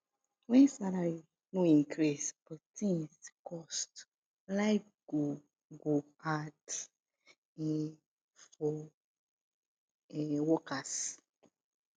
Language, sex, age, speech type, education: Nigerian Pidgin, female, 15-29, spontaneous, tertiary